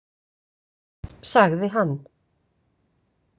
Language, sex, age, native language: Icelandic, female, 50-59, Icelandic